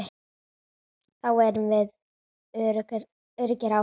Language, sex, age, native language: Icelandic, female, 9, Icelandic